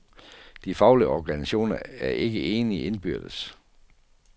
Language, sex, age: Danish, male, 48